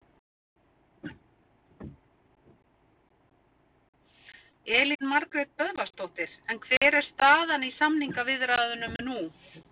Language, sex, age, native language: Icelandic, female, 50-59, Icelandic